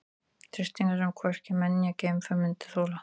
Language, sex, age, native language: Icelandic, female, 40-49, Icelandic